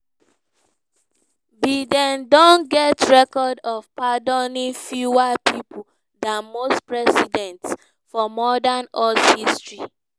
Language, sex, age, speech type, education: Nigerian Pidgin, female, 15-29, spontaneous, tertiary